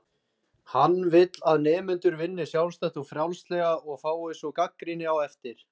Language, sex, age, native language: Icelandic, male, 20-29, Icelandic